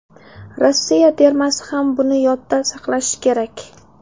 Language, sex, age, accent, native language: Uzbek, female, 19-29, Samarqand, Uzbek